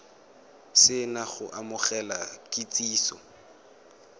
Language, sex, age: Tswana, male, 18